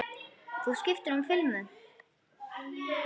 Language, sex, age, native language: Icelandic, male, 9, Icelandic